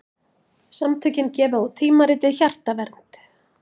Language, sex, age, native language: Icelandic, female, 40-49, Icelandic